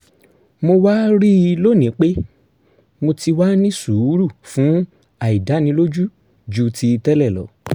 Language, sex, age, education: Yoruba, male, 30-45, tertiary